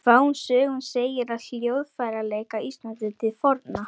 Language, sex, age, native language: Icelandic, female, 30-39, Icelandic